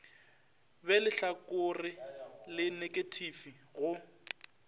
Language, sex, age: Northern Sotho, male, 25